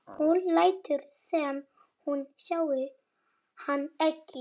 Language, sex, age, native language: Icelandic, male, 30-39, Polish